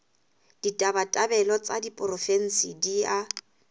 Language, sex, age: Southern Sotho, female, 20